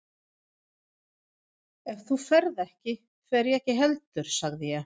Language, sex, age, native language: Icelandic, female, 50-59, Swedish